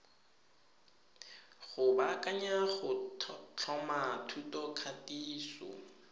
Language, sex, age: Tswana, female, 22